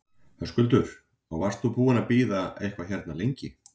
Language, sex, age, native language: Icelandic, male, 40-49, Icelandic